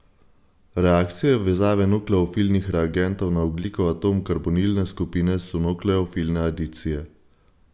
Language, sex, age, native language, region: Slovenian, male, 18-29, Slovenian, Gorenjska region